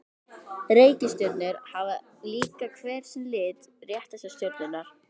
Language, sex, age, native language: Icelandic, female, 18-19, Icelandic